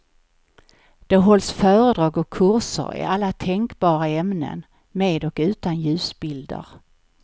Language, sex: Swedish, female